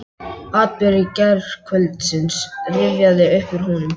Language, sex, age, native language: Icelandic, male, 11, Icelandic